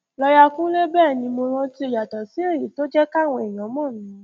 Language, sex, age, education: Yoruba, female, 15-29, tertiary